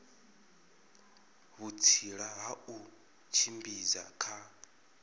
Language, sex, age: Venda, male, 33